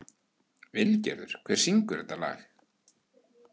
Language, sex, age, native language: Icelandic, male, 18-19, Icelandic